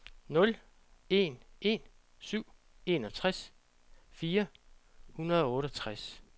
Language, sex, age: Danish, male, 47